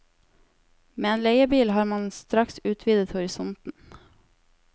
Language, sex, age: Norwegian, female, 18